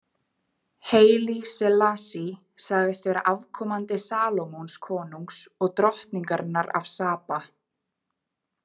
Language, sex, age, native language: Icelandic, female, 20-29, Icelandic